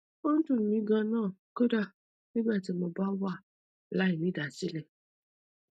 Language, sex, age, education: Yoruba, female, 30-45, tertiary